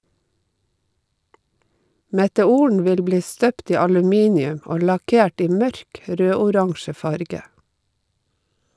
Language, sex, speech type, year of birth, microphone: Norwegian, female, read, 1952, Shure